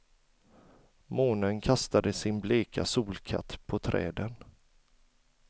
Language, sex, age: Swedish, male, 40